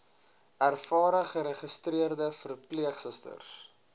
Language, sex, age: Afrikaans, male, 19